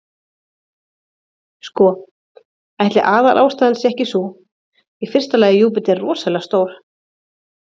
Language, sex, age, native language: Icelandic, female, 30-39, Icelandic